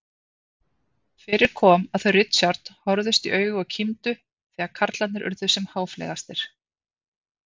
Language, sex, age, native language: Icelandic, female, 50-59, Icelandic